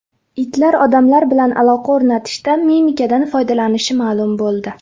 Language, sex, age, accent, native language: Uzbek, female, 19-29, Farg'ona, Uzbek